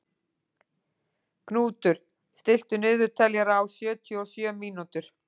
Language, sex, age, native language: Icelandic, female, 40-49, Icelandic